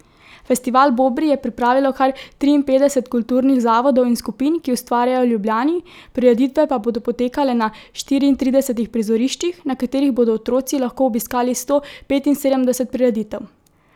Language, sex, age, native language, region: Slovenian, female, 18-29, Slovenian, Drava region